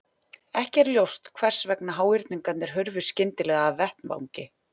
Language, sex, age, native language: Icelandic, female, 40-49, Icelandic